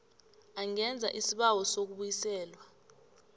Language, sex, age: South Ndebele, female, 25